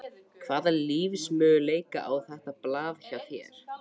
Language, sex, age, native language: Icelandic, male, 13, Icelandic